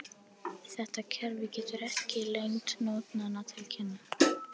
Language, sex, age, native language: Icelandic, female, 18-19, Icelandic